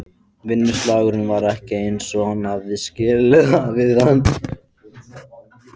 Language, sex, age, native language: Icelandic, male, 14, Icelandic